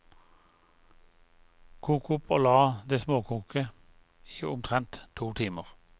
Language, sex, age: Norwegian, male, 51